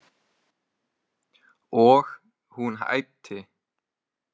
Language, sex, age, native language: Icelandic, male, 20-29, Icelandic